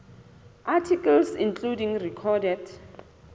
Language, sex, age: Southern Sotho, female, 27